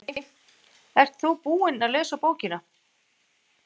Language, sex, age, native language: Icelandic, female, 50-59, Icelandic